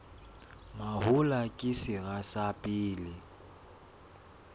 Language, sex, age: Southern Sotho, male, 24